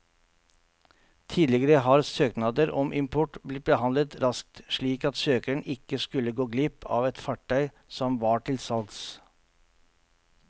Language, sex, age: Norwegian, male, 48